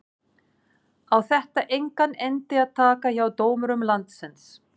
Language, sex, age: Icelandic, female, 40-49